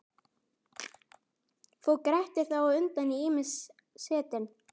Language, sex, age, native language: Icelandic, female, 12, Icelandic